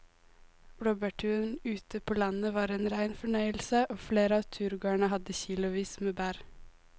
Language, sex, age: Norwegian, female, 18